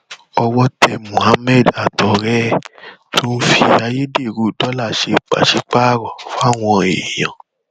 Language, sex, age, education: Yoruba, male, 15-29, tertiary